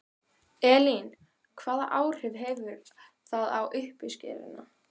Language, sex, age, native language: Icelandic, female, 12, Icelandic